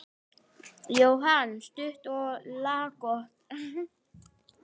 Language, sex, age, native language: Icelandic, female, 9, Icelandic